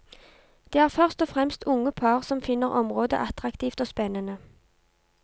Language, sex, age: Norwegian, female, 32